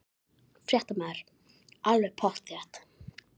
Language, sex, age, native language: Icelandic, female, 11, Icelandic